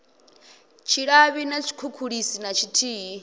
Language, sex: Venda, male